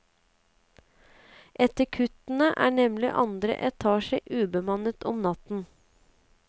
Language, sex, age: Norwegian, female, 35